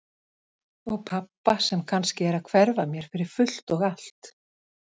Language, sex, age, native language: Icelandic, female, 50-59, Icelandic